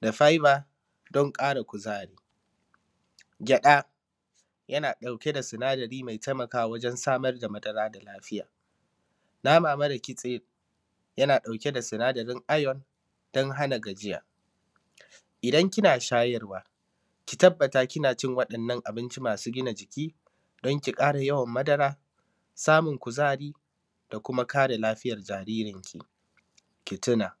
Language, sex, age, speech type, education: Hausa, male, 15-29, spontaneous, secondary